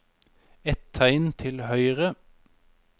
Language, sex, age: Norwegian, male, 31